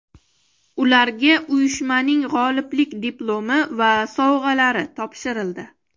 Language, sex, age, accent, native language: Uzbek, female, 25-34, Toshkent shahri, Uzbek